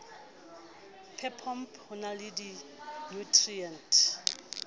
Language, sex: Southern Sotho, female